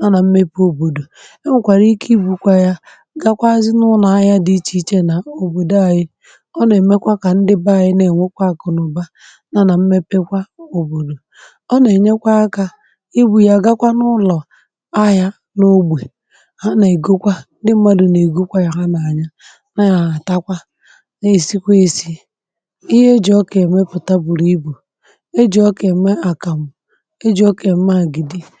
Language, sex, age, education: Igbo, male, 30-45, tertiary